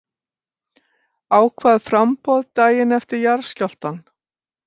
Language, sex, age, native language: Icelandic, female, 60-69, Icelandic